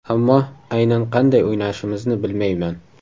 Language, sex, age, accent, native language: Uzbek, male, 18-24, Samarqand, Uzbek